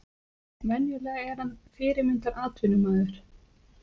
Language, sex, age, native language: Icelandic, female, 30-39, Icelandic